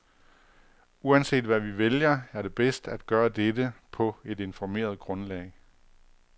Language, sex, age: Danish, male, 48